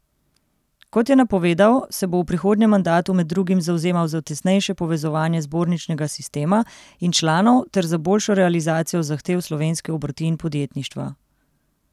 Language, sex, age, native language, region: Slovenian, female, 30-49, Slovenian, Central Slovenia